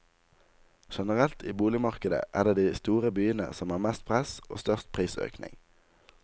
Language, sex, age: Norwegian, male, 19